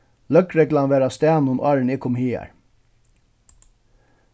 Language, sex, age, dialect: Faroese, male, 36-60, Suðurstreymoy